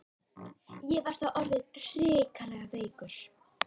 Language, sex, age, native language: Icelandic, female, 11, Icelandic